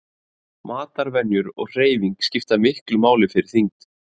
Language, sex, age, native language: Icelandic, male, 30-39, Icelandic